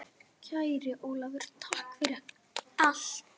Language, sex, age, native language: Icelandic, male, 8, Icelandic